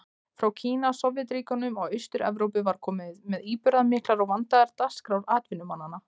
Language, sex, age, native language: Icelandic, female, 20-29, Icelandic